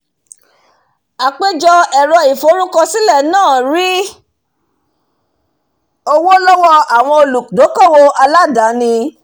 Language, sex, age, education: Yoruba, female, 46-60, tertiary